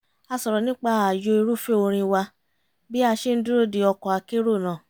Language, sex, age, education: Yoruba, female, 30-45, tertiary